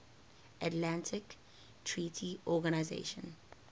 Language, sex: English, female